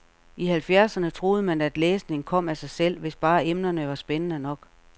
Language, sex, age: Danish, female, 48